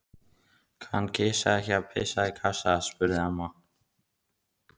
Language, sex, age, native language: Icelandic, male, 15, Icelandic